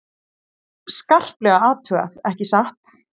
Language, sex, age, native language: Icelandic, female, 20-29, Icelandic